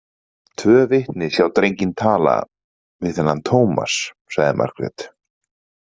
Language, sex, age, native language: Icelandic, male, 40-49, Icelandic